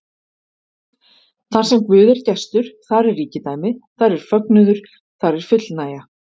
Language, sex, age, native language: Icelandic, female, 50-59, Icelandic